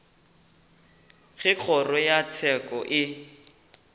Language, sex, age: Northern Sotho, male, 19